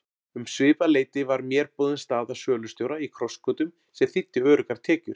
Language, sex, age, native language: Icelandic, male, 40-49, Icelandic